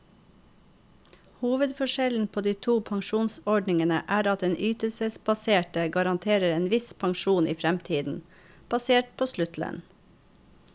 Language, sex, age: Norwegian, female, 45